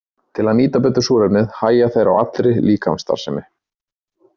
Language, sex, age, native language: Icelandic, male, 30-39, Icelandic